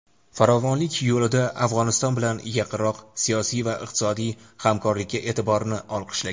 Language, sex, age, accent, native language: Uzbek, male, 18-24, Toshkent shahri, Uzbek